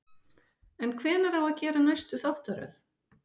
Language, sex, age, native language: Icelandic, female, 50-59, Icelandic